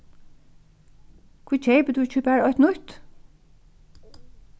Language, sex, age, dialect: Faroese, female, 36-60, Norðuroyggjar